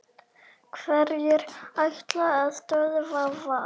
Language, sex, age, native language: Icelandic, male, 6, Icelandic